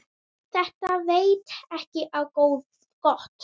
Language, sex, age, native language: Icelandic, male, 10, Icelandic